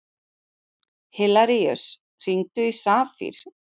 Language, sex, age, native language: Icelandic, female, 40-49, Icelandic